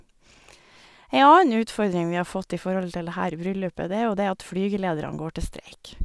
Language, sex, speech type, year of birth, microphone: Norwegian, female, spontaneous, 1973, Sennheiser